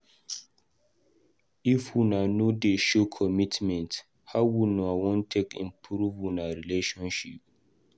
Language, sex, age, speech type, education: Nigerian Pidgin, male, 15-29, read, tertiary